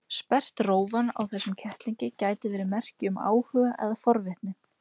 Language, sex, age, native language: Icelandic, female, 20-29, Icelandic